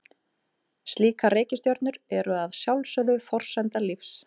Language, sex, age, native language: Icelandic, female, 30-39, Icelandic